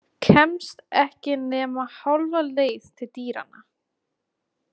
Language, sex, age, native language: Icelandic, female, 20-29, Icelandic